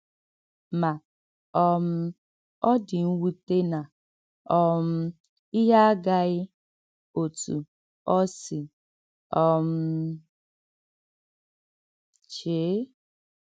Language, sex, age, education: Igbo, female, 15-29, tertiary